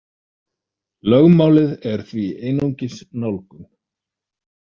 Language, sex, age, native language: Icelandic, male, 30-39, Icelandic